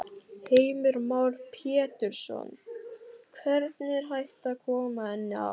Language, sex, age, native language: Icelandic, male, 12, Icelandic